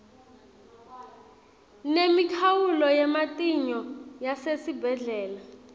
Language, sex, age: Swati, female, 20